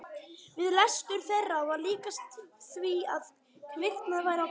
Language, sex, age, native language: Icelandic, male, 11, Icelandic